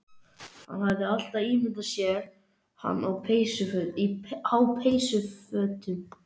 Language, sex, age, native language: Icelandic, male, 11, Icelandic